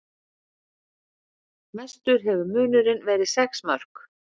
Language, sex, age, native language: Icelandic, female, 60-69, Icelandic